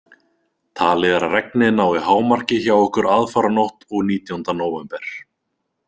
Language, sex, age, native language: Icelandic, male, 20-29, Icelandic